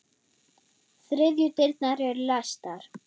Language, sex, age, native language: Icelandic, female, 9, German